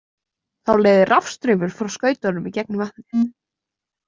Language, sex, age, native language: Icelandic, female, 20-29, Icelandic